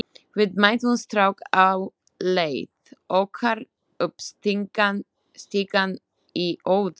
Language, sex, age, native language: Icelandic, female, 20-29, Slovak